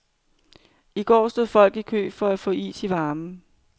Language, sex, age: Danish, female, 45